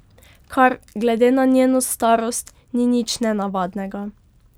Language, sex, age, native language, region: Slovenian, female, 12-17, Slovenian, Pomurje region